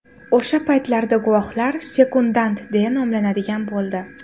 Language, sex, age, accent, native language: Uzbek, female, 18-24, Toshkent shahri, Uzbek